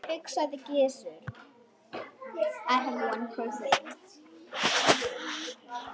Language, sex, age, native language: Icelandic, female, 10, Icelandic